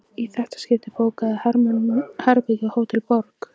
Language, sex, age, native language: Icelandic, female, 15, Icelandic